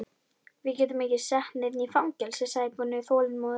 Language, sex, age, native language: Icelandic, female, 11, Icelandic